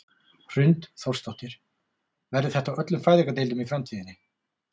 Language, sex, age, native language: Icelandic, male, 40-49, Icelandic